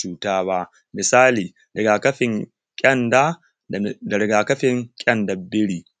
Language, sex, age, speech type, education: Hausa, male, 15-29, spontaneous, tertiary